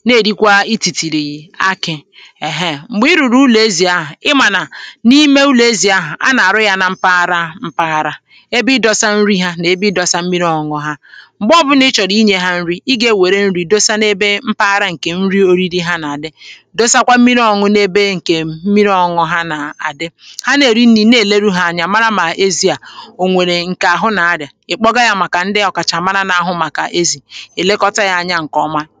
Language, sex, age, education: Igbo, female, 15-29, tertiary